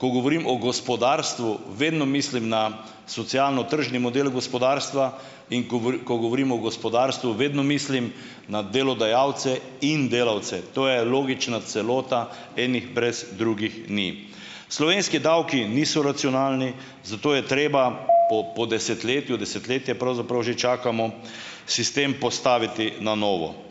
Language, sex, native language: Slovenian, male, Slovenian